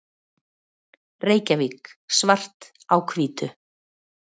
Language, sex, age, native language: Icelandic, female, 40-49, Icelandic